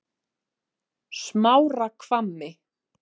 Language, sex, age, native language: Icelandic, female, 40-49, Icelandic